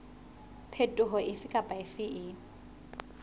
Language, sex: Southern Sotho, female